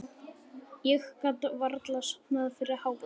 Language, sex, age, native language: Icelandic, male, 11, Icelandic